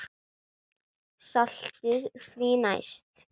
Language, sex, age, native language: Icelandic, female, 9, Icelandic